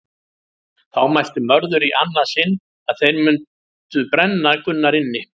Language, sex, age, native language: Icelandic, male, 60-69, Icelandic